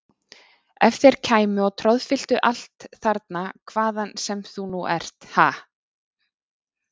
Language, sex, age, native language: Icelandic, female, 30-39, Icelandic